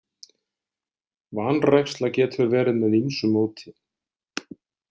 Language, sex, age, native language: Icelandic, male, 60-69, Icelandic